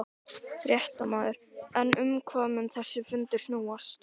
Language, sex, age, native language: Icelandic, male, 12, Icelandic